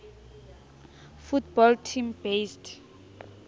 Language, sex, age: Southern Sotho, female, 22